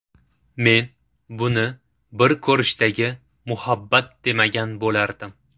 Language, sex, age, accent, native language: Uzbek, male, 18-24, Toshkent shahri, Uzbek